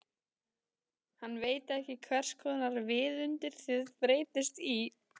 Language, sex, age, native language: Icelandic, female, 15, Icelandic